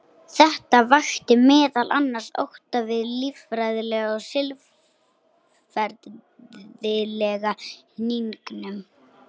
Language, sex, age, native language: Icelandic, female, 60-69, Icelandic